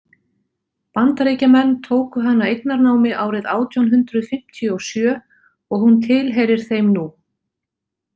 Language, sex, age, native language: Icelandic, female, 40-49, Icelandic